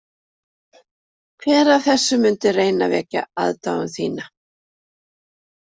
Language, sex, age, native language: Icelandic, female, 60-69, Icelandic